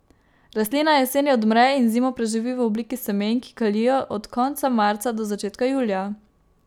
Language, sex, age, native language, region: Slovenian, female, 18-29, Slovenian, Savinja region